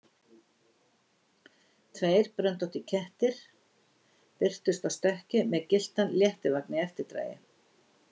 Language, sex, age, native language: Icelandic, female, 60-69, Icelandic